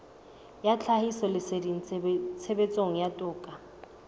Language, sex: Southern Sotho, female